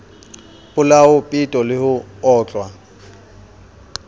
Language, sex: Southern Sotho, male